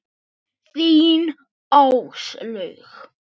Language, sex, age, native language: Icelandic, male, 9, Icelandic